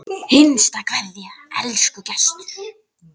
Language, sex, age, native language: Icelandic, female, 10, Icelandic